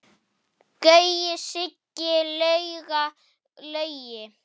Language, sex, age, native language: Icelandic, male, 8, Icelandic